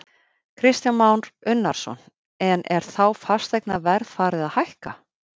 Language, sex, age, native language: Icelandic, female, 50-59, Icelandic